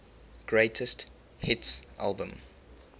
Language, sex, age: English, male, 23